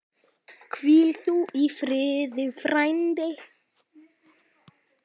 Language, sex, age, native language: Icelandic, male, 10, Icelandic